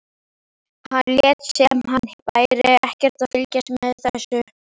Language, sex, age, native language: Icelandic, female, 11, Icelandic